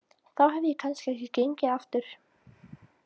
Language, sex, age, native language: Icelandic, female, 18-19, Icelandic